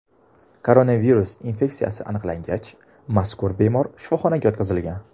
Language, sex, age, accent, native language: Uzbek, male, 19-29, Toshkent viloyati, Uzbek